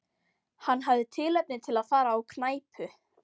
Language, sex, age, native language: Icelandic, female, 13, Icelandic